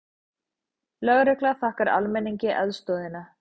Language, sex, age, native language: Icelandic, female, 40-49, Icelandic